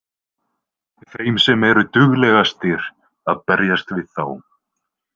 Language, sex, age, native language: Icelandic, male, 20-29, Icelandic